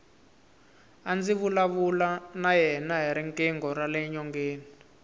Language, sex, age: Tsonga, male, 22